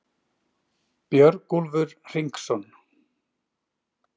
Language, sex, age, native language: Icelandic, male, 40-49, Icelandic